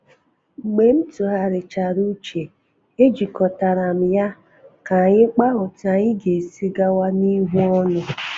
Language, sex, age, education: Igbo, female, 15-29, secondary